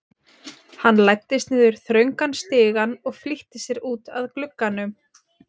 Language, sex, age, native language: Icelandic, female, 30-39, Icelandic